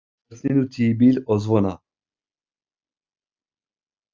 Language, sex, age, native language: Icelandic, male, 50-59, French